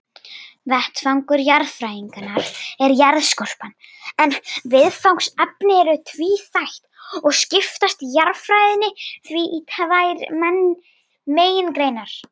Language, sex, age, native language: Icelandic, female, 40-49, Icelandic